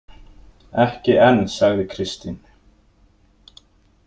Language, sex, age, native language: Icelandic, male, 20-29, Icelandic